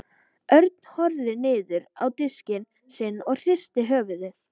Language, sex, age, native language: Icelandic, female, 12, Icelandic